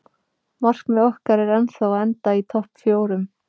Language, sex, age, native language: Icelandic, female, 30-39, Icelandic